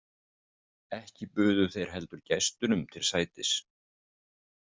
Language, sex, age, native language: Icelandic, male, 50-59, Icelandic